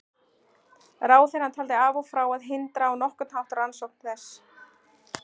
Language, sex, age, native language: Icelandic, female, 40-49, Icelandic